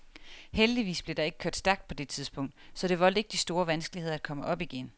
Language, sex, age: Danish, female, 30